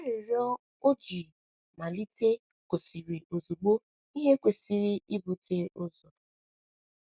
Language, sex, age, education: Igbo, female, 15-29, tertiary